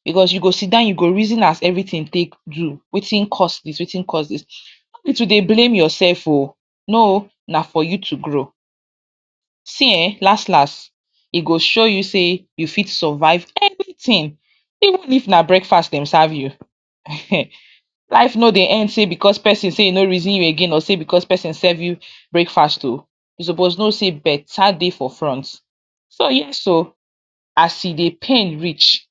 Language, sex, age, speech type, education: Nigerian Pidgin, female, 46-60, spontaneous, tertiary